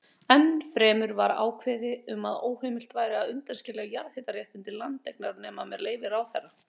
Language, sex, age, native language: Icelandic, female, 30-39, Icelandic